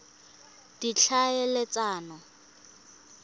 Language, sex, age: Tswana, female, 20